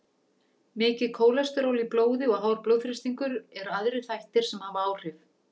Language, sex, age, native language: Icelandic, female, 40-49, Icelandic